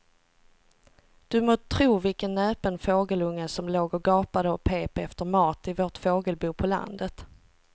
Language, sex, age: Swedish, female, 38